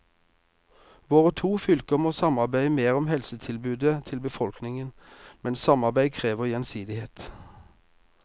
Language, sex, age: Norwegian, male, 48